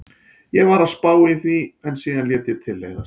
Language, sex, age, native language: Icelandic, male, 40-49, Icelandic